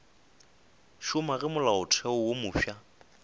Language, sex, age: Northern Sotho, male, 20